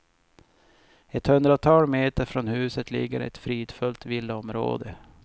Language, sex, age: Swedish, male, 50